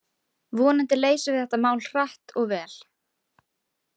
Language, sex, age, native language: Icelandic, female, 18-19, Icelandic